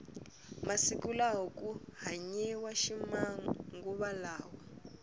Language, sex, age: Tsonga, female, 24